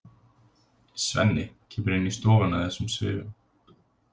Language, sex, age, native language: Icelandic, male, 30-39, Icelandic